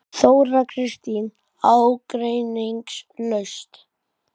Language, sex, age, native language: Icelandic, male, 12, Icelandic